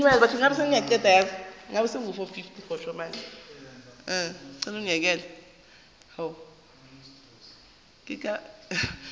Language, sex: Northern Sotho, female